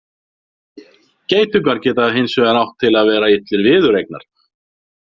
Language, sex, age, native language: Icelandic, male, 50-59, Icelandic